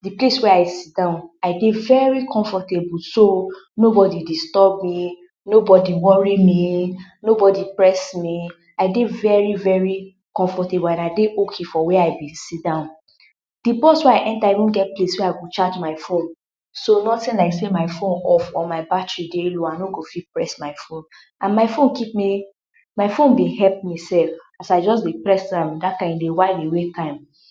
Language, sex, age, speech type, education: Nigerian Pidgin, female, 60+, spontaneous, tertiary